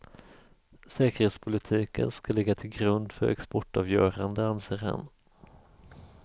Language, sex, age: Swedish, male, 34